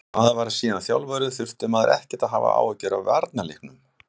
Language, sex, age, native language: Icelandic, male, 60-69, Icelandic